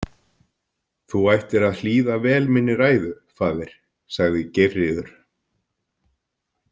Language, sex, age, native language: Icelandic, male, 50-59, Icelandic